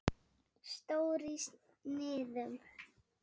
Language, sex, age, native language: Icelandic, female, 7, Icelandic